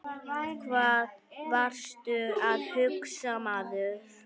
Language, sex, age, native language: Icelandic, female, 9, Icelandic